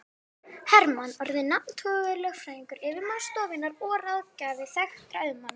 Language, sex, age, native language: Icelandic, female, 11, Icelandic